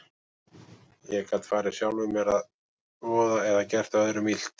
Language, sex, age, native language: Icelandic, male, 40-49, Icelandic